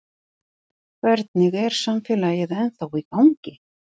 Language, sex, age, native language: Icelandic, female, 50-59, Icelandic